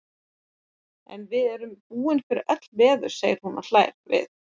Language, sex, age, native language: Icelandic, female, 50-59, Icelandic